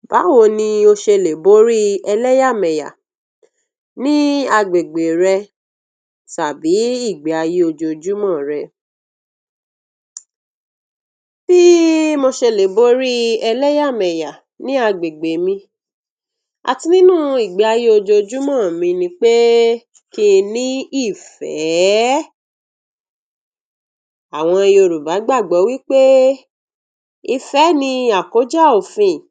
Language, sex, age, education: Yoruba, female, 46-60, tertiary